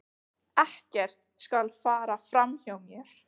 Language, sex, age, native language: Icelandic, other, 15, Icelandic